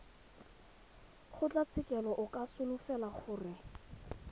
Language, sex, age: Tswana, female, 21